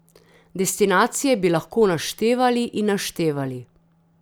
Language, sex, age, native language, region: Slovenian, female, 30-49, Slovenian, Drava region